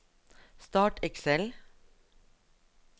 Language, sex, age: Norwegian, female, 42